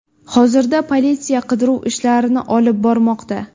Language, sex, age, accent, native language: Uzbek, female, 18-24, Navoiy, Uzbek